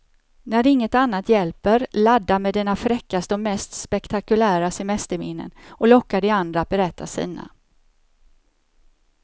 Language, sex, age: Swedish, female, 54